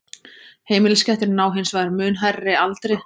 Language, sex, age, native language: Icelandic, female, 30-39, Icelandic